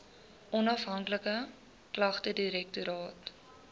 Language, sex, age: Afrikaans, female, 20